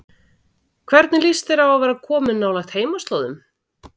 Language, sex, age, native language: Icelandic, female, 40-49, Icelandic